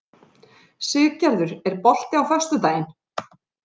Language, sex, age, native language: Icelandic, female, 40-49, Icelandic